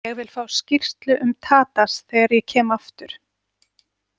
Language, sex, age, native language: Icelandic, female, 40-49, Icelandic